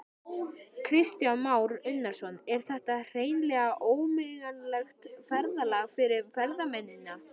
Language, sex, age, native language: Icelandic, male, 13, Icelandic